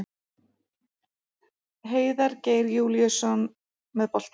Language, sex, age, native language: Icelandic, female, 40-49, Icelandic